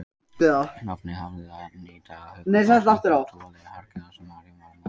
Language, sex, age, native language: Icelandic, male, 18-19, Icelandic